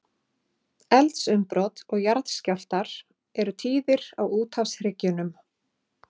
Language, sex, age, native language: Icelandic, female, 40-49, Icelandic